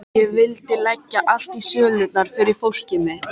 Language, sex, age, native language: Icelandic, female, 13, Icelandic